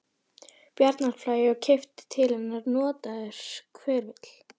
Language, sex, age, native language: Icelandic, female, 11, Icelandic